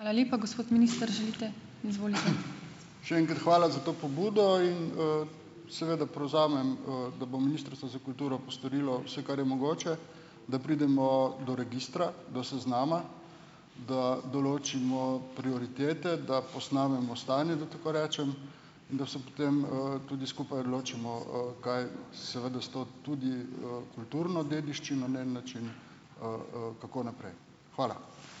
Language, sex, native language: Slovenian, male, Slovenian